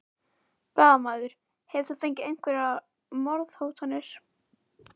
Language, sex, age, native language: Icelandic, female, 11, Icelandic